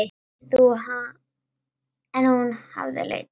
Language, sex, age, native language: Icelandic, female, 9, Icelandic